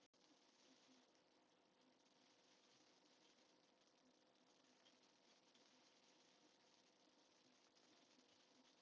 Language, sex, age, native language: Icelandic, female, 50-59, Icelandic